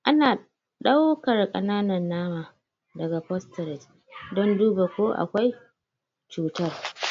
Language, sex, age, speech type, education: Hausa, female, 30-45, spontaneous, tertiary